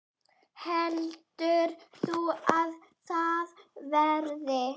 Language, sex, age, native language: Icelandic, female, 8, Icelandic